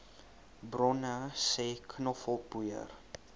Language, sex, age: Afrikaans, male, 19